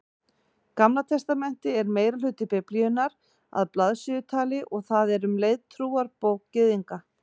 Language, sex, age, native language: Icelandic, female, 40-49, Icelandic